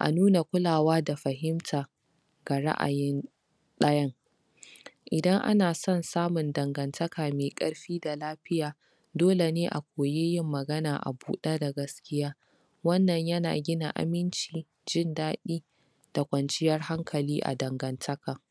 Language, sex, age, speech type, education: Hausa, female, 46-60, spontaneous, tertiary